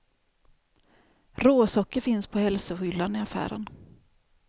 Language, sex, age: Swedish, female, 28